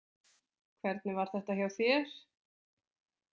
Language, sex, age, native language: Icelandic, female, 20-29, Icelandic